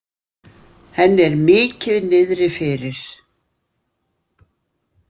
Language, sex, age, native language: Icelandic, female, 60-69, Icelandic